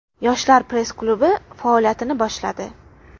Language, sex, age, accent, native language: Uzbek, female, under 19, Qashqadaryo, Uzbek